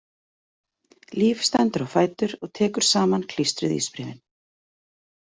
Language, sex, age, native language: Icelandic, female, 40-49, Icelandic